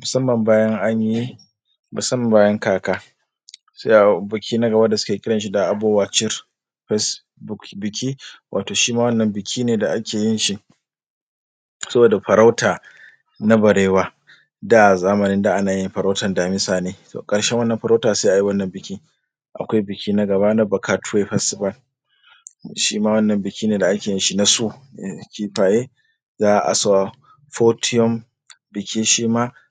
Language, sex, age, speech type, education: Hausa, male, 30-45, spontaneous, secondary